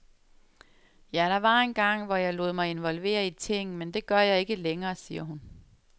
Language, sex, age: Danish, female, 35